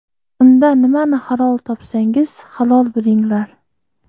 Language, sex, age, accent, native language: Uzbek, female, 25-34, Qoraqalpog'iston, Uzbek